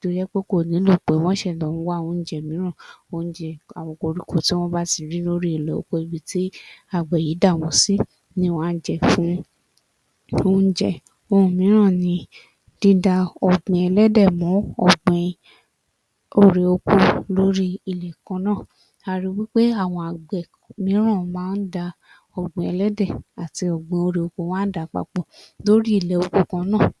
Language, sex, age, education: Yoruba, female, 30-45, tertiary